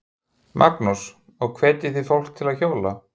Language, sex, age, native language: Icelandic, male, 50-59, Icelandic